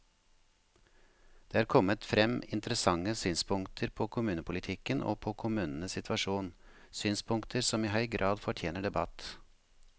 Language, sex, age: Norwegian, male, 53